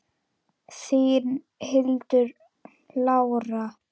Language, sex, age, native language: Icelandic, female, 9, Icelandic